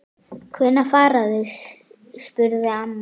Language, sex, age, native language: Icelandic, male, 9, Icelandic